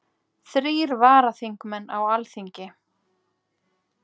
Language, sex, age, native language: Icelandic, female, 40-49, Icelandic